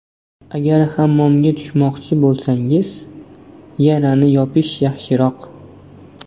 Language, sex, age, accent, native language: Uzbek, male, 18-24, Namangan, Uzbek